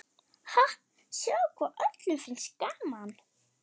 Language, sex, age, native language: Icelandic, male, 18-19, Icelandic